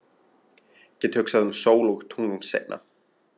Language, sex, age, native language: Icelandic, male, 20-29, Icelandic